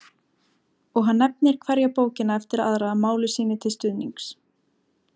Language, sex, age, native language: Icelandic, female, 17, Icelandic